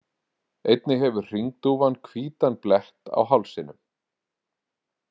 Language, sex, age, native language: Icelandic, male, 40-49, Icelandic